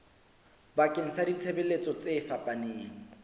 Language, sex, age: Southern Sotho, male, 25